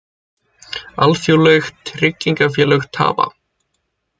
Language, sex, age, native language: Icelandic, male, 20-29, Icelandic